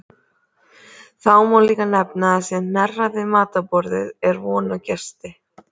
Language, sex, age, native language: Icelandic, female, 30-39, Icelandic